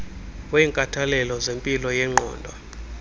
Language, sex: Xhosa, male